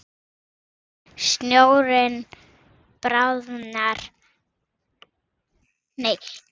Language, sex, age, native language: Icelandic, female, 6, Icelandic